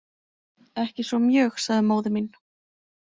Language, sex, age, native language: Icelandic, female, 20-29, Icelandic